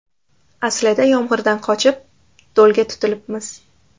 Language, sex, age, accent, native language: Uzbek, female, under 19, Toshkent shahri, Uzbek